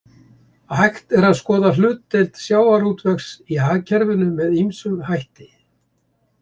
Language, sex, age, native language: Icelandic, male, 70-79, Icelandic